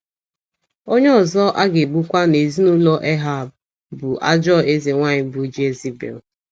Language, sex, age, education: Igbo, female, 15-29, secondary